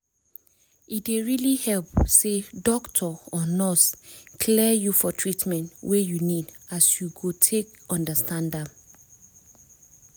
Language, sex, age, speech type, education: Nigerian Pidgin, female, 15-29, spontaneous, tertiary